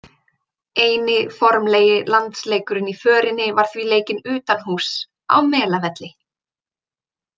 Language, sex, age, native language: Icelandic, female, 20-29, Icelandic